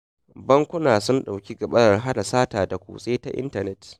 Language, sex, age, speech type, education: Hausa, male, 15-29, read, secondary